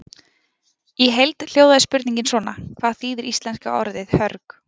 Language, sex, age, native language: Icelandic, female, 20-29, Icelandic